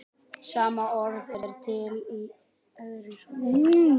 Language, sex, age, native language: Icelandic, male, 18-19, Icelandic